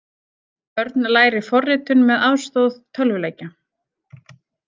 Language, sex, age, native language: Icelandic, female, 30-39, Icelandic